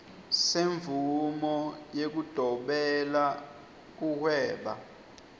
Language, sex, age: Swati, male, 20